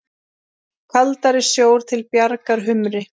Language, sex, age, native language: Icelandic, female, 10, Icelandic